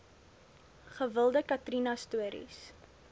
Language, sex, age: Afrikaans, female, 20